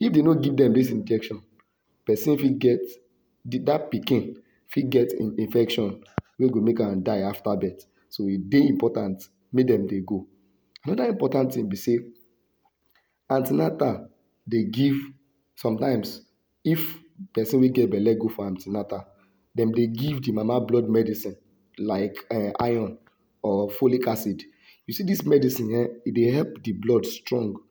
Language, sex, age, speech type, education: Nigerian Pidgin, male, 60+, spontaneous, tertiary